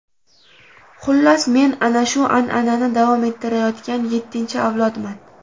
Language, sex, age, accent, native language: Uzbek, female, 18-24, Namangan, Uzbek